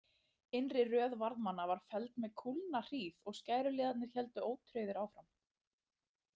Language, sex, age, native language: Icelandic, female, 30-39, Icelandic